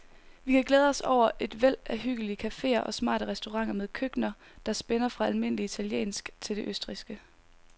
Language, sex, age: Danish, female, 19